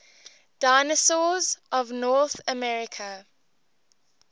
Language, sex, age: English, female, 18